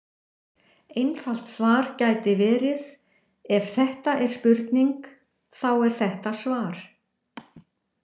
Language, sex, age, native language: Icelandic, female, 60-69, Icelandic